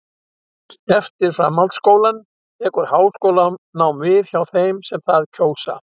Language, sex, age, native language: Icelandic, male, 60-69, Icelandic